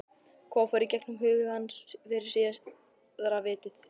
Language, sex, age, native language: Icelandic, male, 12, Icelandic